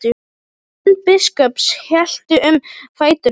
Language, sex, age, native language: Icelandic, other, 18-19, Polish